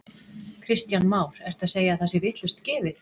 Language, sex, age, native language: Icelandic, female, 40-49, Icelandic